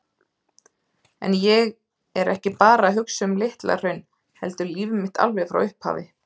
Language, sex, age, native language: Icelandic, female, 30-39, Icelandic